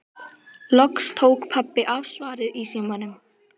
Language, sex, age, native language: Icelandic, female, 12, Icelandic